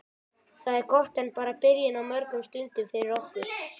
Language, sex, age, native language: Icelandic, female, 18-19, Icelandic